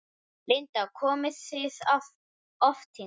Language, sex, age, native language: Icelandic, male, 9, Icelandic